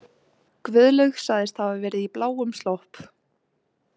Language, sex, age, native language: Icelandic, female, 18-19, Icelandic